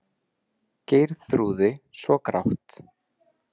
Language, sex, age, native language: Icelandic, male, 40-49, Icelandic